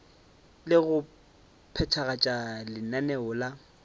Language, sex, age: Northern Sotho, male, 25